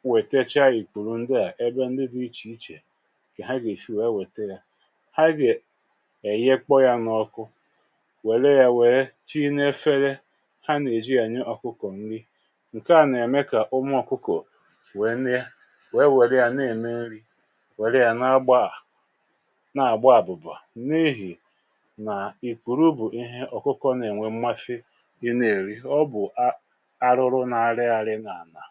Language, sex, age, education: Igbo, male, 30-45, tertiary